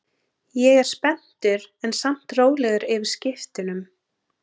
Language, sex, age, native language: Icelandic, female, 30-39, Icelandic